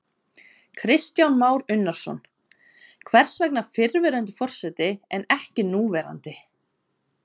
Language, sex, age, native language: Icelandic, female, 20-29, Icelandic